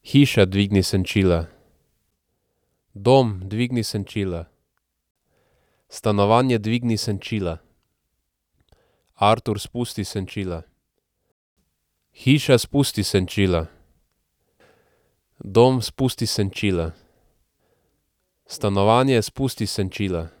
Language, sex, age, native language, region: Slovenian, male, 18-29, Slovenian, Central Slovenia